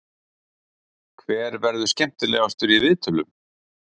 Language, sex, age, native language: Icelandic, male, 40-49, Icelandic